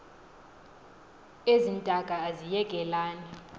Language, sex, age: Xhosa, female, 20